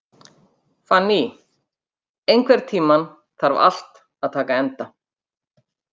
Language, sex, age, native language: Icelandic, female, 50-59, Icelandic